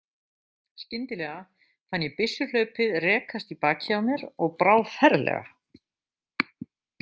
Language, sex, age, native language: Icelandic, female, 50-59, Icelandic